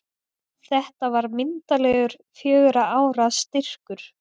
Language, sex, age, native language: Icelandic, female, 20-29, Icelandic